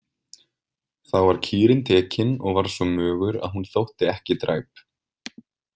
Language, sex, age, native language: Icelandic, male, 20-29, Icelandic